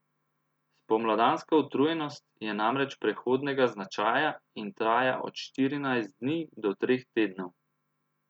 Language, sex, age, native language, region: Slovenian, male, 30-49, Slovenian, Central Slovenia